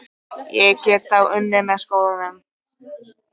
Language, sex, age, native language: Icelandic, female, 13, Icelandic